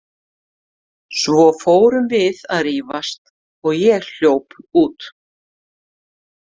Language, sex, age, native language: Icelandic, female, 50-59, Icelandic